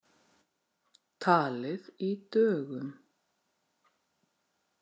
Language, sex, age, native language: Icelandic, female, 40-49, Icelandic